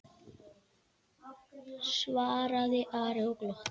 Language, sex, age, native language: Icelandic, male, 10, Icelandic